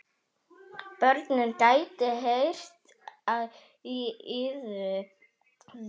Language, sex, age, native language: Icelandic, female, 10, Icelandic